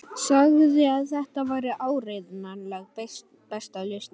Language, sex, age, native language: Icelandic, male, 12, Icelandic